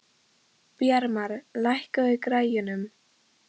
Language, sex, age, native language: Icelandic, female, 13, Icelandic